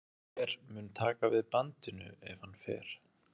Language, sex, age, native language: Icelandic, male, 30-39, Icelandic